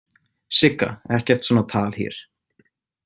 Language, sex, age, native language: Icelandic, male, 18-19, Icelandic